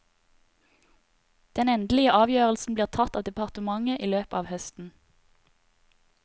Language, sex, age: Norwegian, female, 30